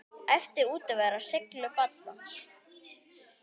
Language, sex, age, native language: Icelandic, male, 10, Icelandic